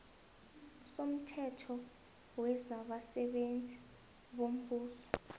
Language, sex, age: South Ndebele, female, 22